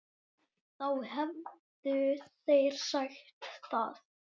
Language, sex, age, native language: Icelandic, male, 8, Icelandic